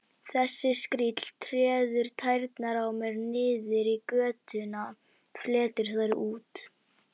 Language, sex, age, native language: Icelandic, female, 60-69, Icelandic